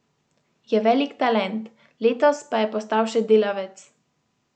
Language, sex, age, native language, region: Slovenian, female, 18-29, Slovenian, Central Slovenia